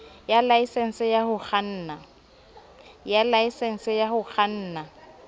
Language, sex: Southern Sotho, female